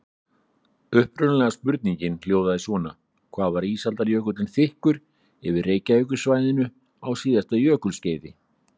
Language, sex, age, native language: Icelandic, male, 60-69, Icelandic